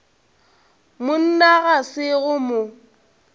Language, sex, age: Northern Sotho, female, 22